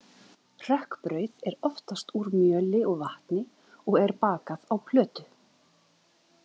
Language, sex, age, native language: Icelandic, female, 30-39, Icelandic